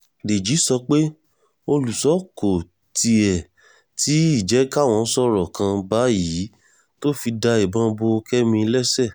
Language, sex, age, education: Yoruba, male, 15-29, tertiary